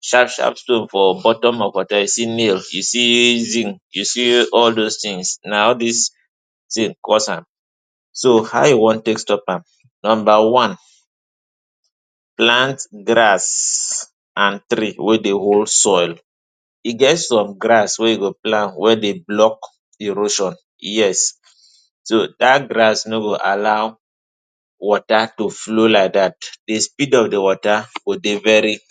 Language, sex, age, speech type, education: Nigerian Pidgin, male, 15-29, spontaneous, tertiary